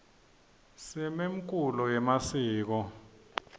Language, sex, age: Swati, male, 26